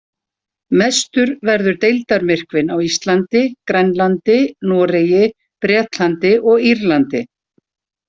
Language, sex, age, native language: Icelandic, female, 60-69, Icelandic